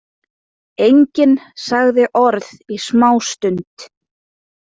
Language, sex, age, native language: Icelandic, female, 20-29, Icelandic